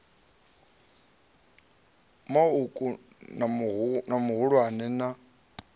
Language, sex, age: Venda, male, 37